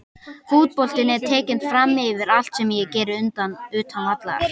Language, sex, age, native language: Icelandic, male, 18-19, Icelandic